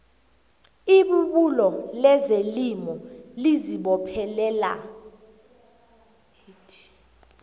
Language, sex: South Ndebele, female